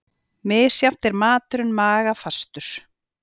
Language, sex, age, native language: Icelandic, female, 40-49, Icelandic